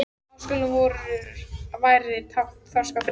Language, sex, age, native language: Icelandic, female, 14, Icelandic